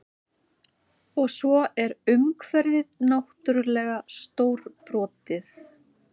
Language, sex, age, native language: Icelandic, female, 30-39, Icelandic